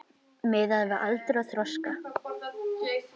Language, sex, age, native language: Icelandic, male, 10, Icelandic